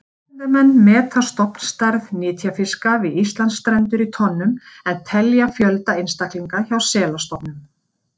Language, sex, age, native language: Icelandic, female, 50-59, Icelandic